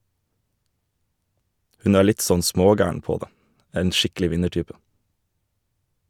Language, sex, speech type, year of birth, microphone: Norwegian, male, read, 1991, Shure